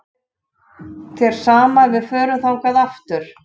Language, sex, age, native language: Icelandic, male, 11, Icelandic